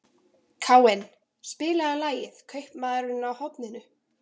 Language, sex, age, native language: Icelandic, female, 13, Icelandic